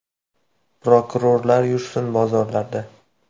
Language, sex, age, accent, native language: Uzbek, male, 18-24, Toshkent viloyati, Uzbek